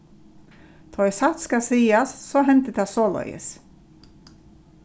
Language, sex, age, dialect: Faroese, female, 36-60, Norðurstreymoy/Eysturoy